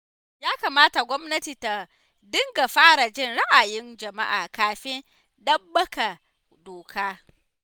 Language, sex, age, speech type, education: Hausa, female, 15-29, spontaneous, tertiary